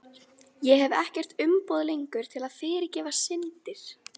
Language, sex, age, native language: Icelandic, female, 11, Icelandic